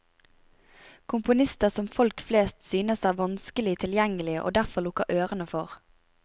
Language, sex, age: Norwegian, female, 25